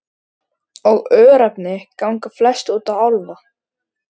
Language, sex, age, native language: Icelandic, male, 13, Icelandic